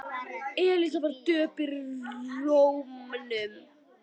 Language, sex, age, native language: Icelandic, female, 9, Icelandic